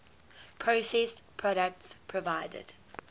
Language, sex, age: English, female, 19